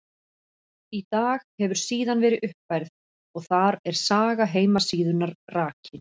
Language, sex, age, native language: Icelandic, female, 40-49, Icelandic